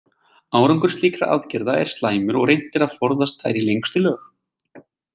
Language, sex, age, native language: Icelandic, male, 20-29, Icelandic